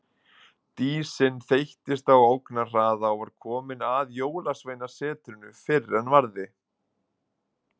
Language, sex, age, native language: Icelandic, male, 20-29, Icelandic